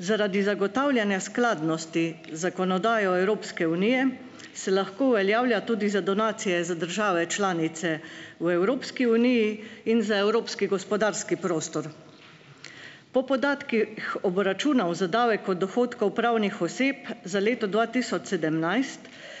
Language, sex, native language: Slovenian, female, Slovenian